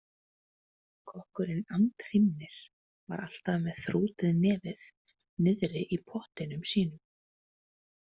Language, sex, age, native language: Icelandic, female, 20-29, Icelandic